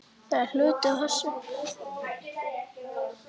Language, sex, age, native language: Icelandic, male, 9, Icelandic